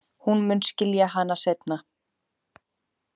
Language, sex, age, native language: Icelandic, female, 20-29, Icelandic